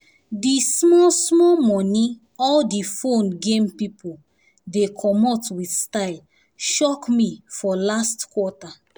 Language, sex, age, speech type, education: Nigerian Pidgin, female, 15-29, spontaneous, tertiary